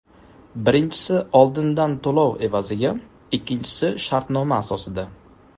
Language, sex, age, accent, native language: Uzbek, male, 25-34, Samarqand, Uzbek